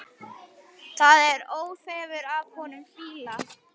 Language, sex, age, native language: Icelandic, female, 11, Icelandic